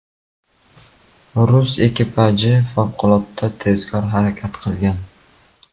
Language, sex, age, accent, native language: Uzbek, male, 18-24, Surxondaryo, Uzbek